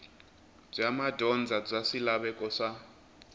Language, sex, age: Tsonga, male, 20